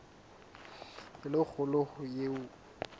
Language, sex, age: Southern Sotho, male, 20